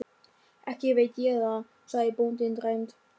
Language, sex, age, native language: Icelandic, male, 13, German